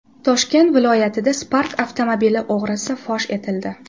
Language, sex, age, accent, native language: Uzbek, female, 18-24, Toshkent shahri, Uzbek